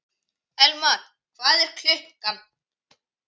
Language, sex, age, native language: Icelandic, male, 11, Icelandic